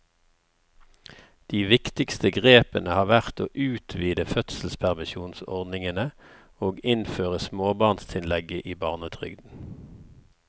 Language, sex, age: Norwegian, male, 54